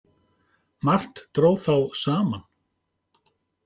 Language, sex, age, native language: Icelandic, male, 50-59, Icelandic